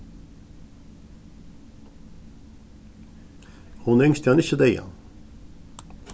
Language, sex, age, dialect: Faroese, male, 36-60, Suðuroy